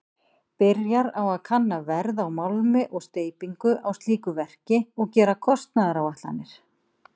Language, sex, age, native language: Icelandic, female, 50-59, Icelandic